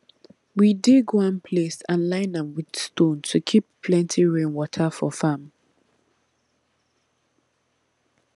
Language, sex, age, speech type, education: Nigerian Pidgin, female, 15-29, spontaneous, tertiary